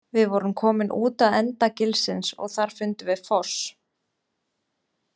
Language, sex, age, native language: Icelandic, female, 20-29, Icelandic